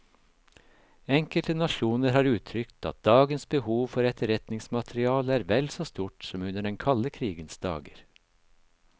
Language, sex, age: Norwegian, male, 56